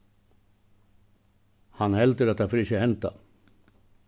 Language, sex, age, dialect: Faroese, male, 61+, Suðuroy